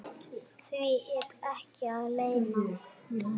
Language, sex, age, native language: Icelandic, male, 7, Icelandic